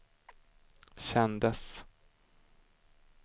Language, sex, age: Swedish, male, 25